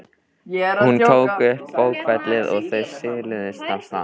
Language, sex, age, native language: Icelandic, male, 13, Icelandic